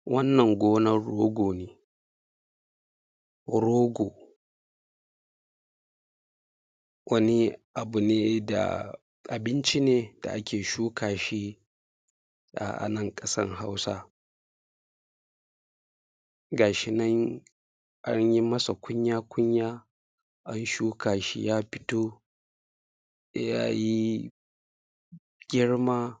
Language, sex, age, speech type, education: Hausa, male, 30-45, spontaneous, secondary